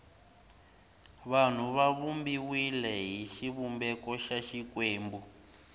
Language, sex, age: Tsonga, male, 19